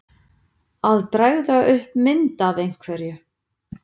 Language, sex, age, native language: Icelandic, female, 50-59, Icelandic